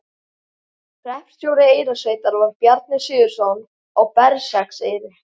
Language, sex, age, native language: Icelandic, male, 11, Icelandic